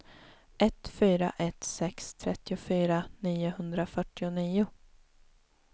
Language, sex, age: Swedish, female, 19